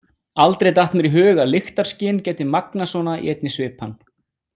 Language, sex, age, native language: Icelandic, female, 18-19, Icelandic